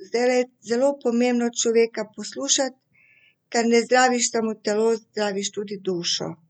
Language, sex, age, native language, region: Slovenian, female, 50-59, Serbian, Central Slovenia